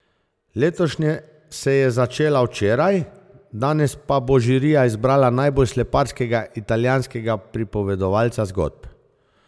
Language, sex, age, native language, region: Slovenian, male, 50-59, Slovenian, Zasavska region